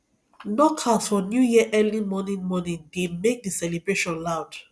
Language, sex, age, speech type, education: Nigerian Pidgin, female, 30-45, spontaneous, tertiary